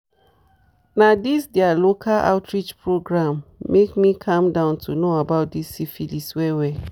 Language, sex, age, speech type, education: Nigerian Pidgin, female, 30-45, spontaneous, tertiary